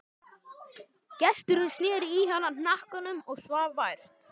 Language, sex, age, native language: Icelandic, male, 12, Icelandic